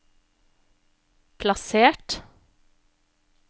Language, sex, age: Norwegian, female, 35